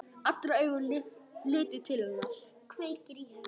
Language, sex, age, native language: Icelandic, male, 10, Icelandic